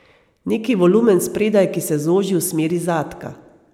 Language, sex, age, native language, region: Slovenian, female, 30-49, Slovenian, Savinja region